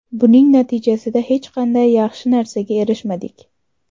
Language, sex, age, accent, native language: Uzbek, female, 18-24, Toshkent shahri, Uzbek